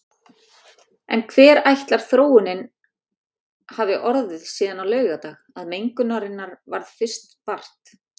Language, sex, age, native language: Icelandic, female, 30-39, Icelandic